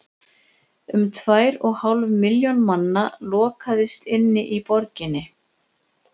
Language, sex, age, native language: Icelandic, female, 60-69, Icelandic